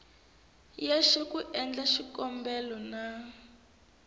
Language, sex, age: Tsonga, female, 19